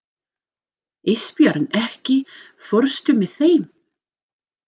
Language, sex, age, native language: Icelandic, female, 40-49, English